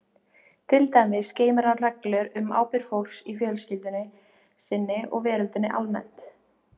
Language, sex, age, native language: Icelandic, female, 18-19, Icelandic